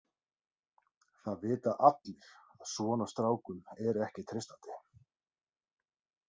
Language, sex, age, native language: Icelandic, male, 30-39, Icelandic